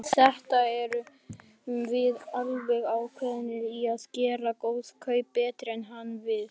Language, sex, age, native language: Icelandic, other, 60-69, Icelandic